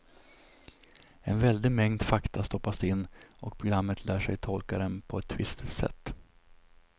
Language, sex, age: Swedish, male, 27